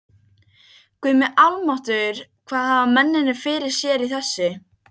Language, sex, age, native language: Icelandic, other, 12, Icelandic